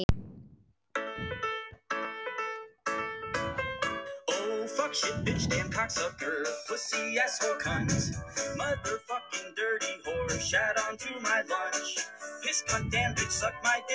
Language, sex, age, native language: Icelandic, male, 10, Icelandic